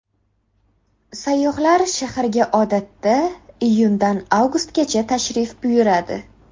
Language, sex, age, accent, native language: Uzbek, female, 18-24, Qashqadaryo, Uzbek